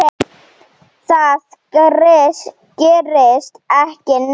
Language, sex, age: Icelandic, female, 7